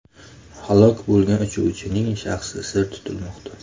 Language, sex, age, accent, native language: Uzbek, male, 25-34, Toshkent shahri, Uzbek